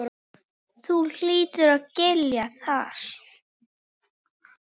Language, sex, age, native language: Icelandic, male, 6, Icelandic